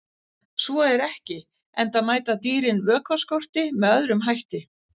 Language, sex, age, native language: Icelandic, female, 60-69, Icelandic